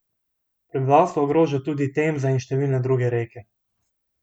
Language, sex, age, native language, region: Slovenian, male, 18-29, Slovenian, Gorenjska region